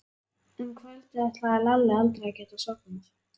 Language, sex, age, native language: Icelandic, female, 11, Icelandic